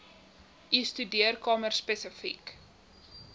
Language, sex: Afrikaans, female